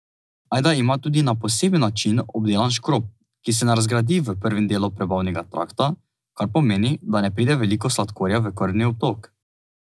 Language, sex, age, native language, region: Slovenian, male, 18-29, Slovenian, Drava region